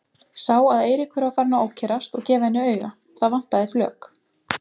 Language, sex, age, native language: Icelandic, female, 20-29, Icelandic